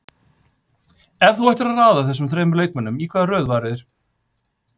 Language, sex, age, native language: Icelandic, male, 50-59, Icelandic